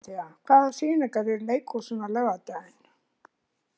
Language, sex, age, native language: Icelandic, female, 70-79, Icelandic